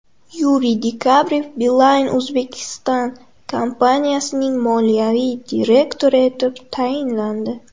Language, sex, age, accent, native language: Uzbek, female, under 19, Buxoro, Uzbek